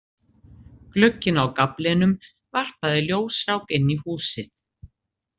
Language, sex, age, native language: Icelandic, female, 60-69, Icelandic